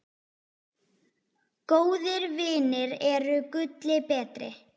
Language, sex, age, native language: Icelandic, female, 10, Icelandic